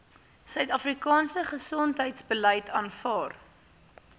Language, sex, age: Afrikaans, female, 18